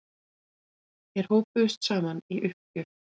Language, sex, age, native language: Icelandic, female, 40-49, Icelandic